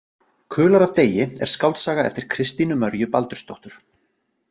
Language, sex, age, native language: Icelandic, other, 40-49, Icelandic